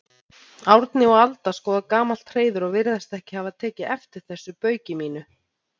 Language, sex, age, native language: Icelandic, female, 30-39, Icelandic